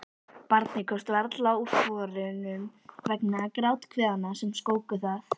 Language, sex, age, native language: Icelandic, female, 11, Icelandic